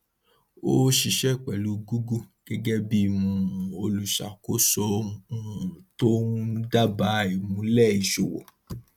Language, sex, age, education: Yoruba, male, 30-45, tertiary